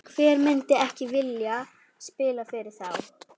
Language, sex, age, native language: Icelandic, female, 11, Icelandic